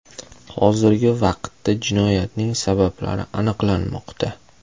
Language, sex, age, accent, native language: Uzbek, male, 25-34, Toshkent shahri, Uzbek